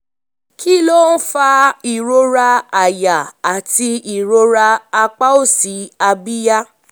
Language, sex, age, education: Yoruba, female, 15-29, tertiary